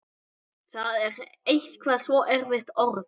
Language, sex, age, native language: Icelandic, male, 12, Icelandic